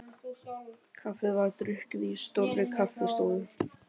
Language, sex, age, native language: Icelandic, male, 12, Icelandic